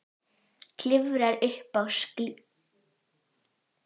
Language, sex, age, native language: Icelandic, female, 12, Icelandic